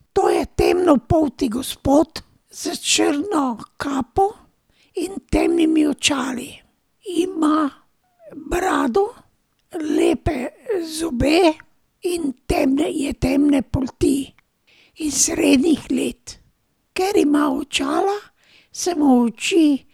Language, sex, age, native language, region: Slovenian, female, 60+, Slovenian, Drava region